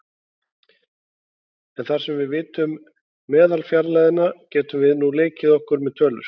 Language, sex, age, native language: Icelandic, male, 40-49, Icelandic